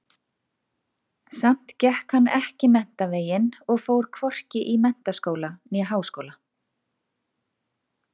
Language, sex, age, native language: Icelandic, female, 40-49, Icelandic